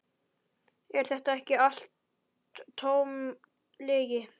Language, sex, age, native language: Icelandic, male, 11, Icelandic